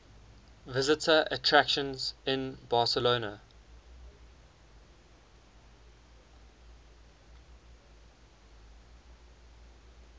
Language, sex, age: English, male, 19